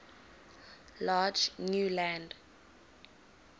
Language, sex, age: English, female, 19